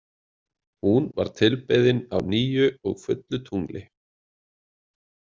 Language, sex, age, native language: Icelandic, male, 20-29, Icelandic